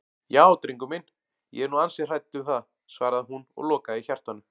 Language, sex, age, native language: Icelandic, male, 40-49, Icelandic